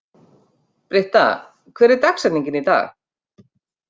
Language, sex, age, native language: Icelandic, female, 50-59, Icelandic